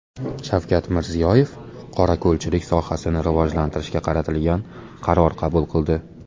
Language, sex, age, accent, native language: Uzbek, male, 18-24, Toshkent viloyati, Uzbek